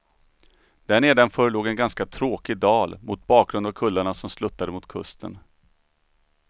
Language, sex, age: Swedish, male, 39